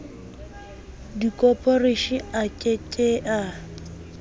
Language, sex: Southern Sotho, female